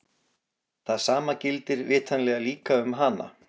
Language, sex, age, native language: Icelandic, male, 40-49, Icelandic